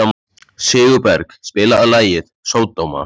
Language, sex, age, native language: Icelandic, male, 14, Icelandic